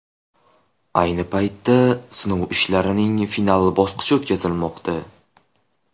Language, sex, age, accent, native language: Uzbek, male, 18-24, Farg'ona, Uzbek